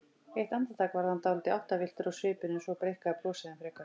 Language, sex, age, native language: Icelandic, female, 40-49, Icelandic